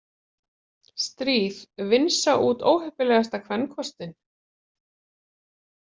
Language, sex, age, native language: Icelandic, female, 40-49, Icelandic